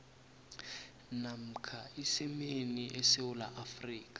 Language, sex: South Ndebele, male